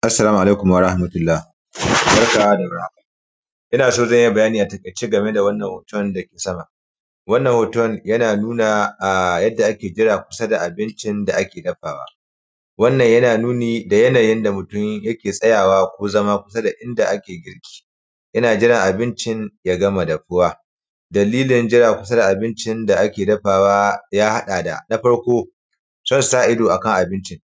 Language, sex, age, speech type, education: Hausa, male, 30-45, spontaneous, primary